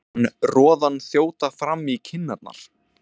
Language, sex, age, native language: Icelandic, male, 20-29, Icelandic